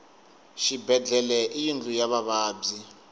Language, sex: Tsonga, male